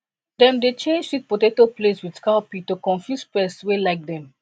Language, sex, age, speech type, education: Nigerian Pidgin, female, 15-29, spontaneous, tertiary